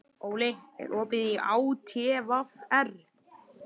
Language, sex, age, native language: Icelandic, male, 11, Icelandic